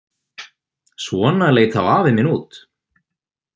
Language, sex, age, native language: Icelandic, male, 20-29, Icelandic